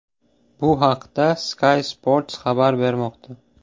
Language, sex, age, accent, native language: Uzbek, male, 18-24, Samarqand, Uzbek